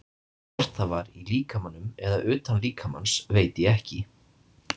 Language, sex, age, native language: Icelandic, male, 30-39, Icelandic